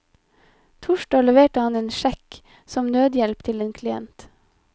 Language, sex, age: Norwegian, female, 25